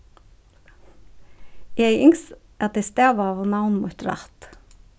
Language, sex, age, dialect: Faroese, female, 36-60, Suðurstreymoy